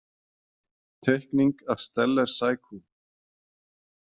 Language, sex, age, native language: Icelandic, male, 40-49, Icelandic